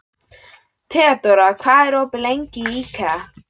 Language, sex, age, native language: Icelandic, female, 11, Icelandic